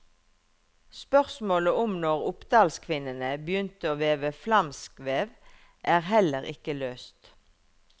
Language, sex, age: Norwegian, female, 51